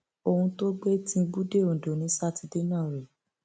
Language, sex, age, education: Yoruba, female, 15-29, tertiary